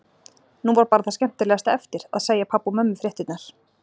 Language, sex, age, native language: Icelandic, female, 40-49, Icelandic